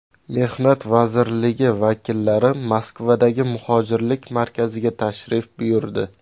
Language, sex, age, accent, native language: Uzbek, male, 18-24, Toshkent shahri, Uzbek